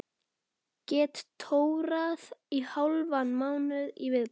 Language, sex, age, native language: Icelandic, male, 11, Icelandic